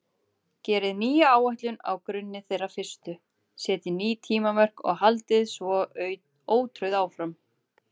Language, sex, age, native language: Icelandic, female, 30-39, Icelandic